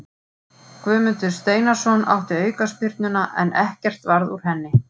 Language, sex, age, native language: Icelandic, female, 40-49, Icelandic